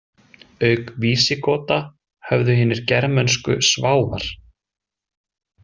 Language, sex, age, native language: Icelandic, male, 20-29, Icelandic